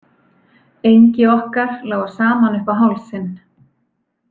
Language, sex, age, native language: Icelandic, female, 40-49, Icelandic